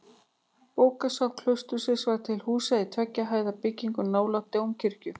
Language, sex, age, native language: Icelandic, female, 40-49, Icelandic